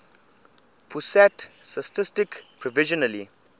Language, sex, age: English, male, 20